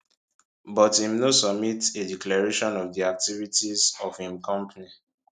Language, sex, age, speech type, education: Nigerian Pidgin, male, 15-29, spontaneous, secondary